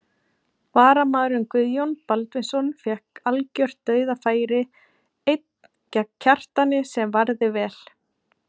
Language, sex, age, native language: Icelandic, female, 40-49, Icelandic